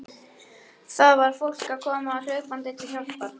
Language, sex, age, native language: Icelandic, male, 11, Icelandic